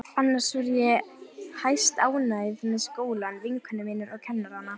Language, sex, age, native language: Icelandic, female, 11, Icelandic